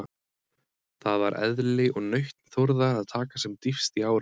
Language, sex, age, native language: Icelandic, male, 30-39, Icelandic